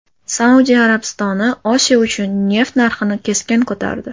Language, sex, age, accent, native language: Uzbek, female, 18-24, Toshkent shahri, Uzbek